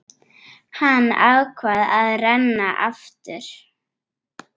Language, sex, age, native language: Icelandic, other, 8, Icelandic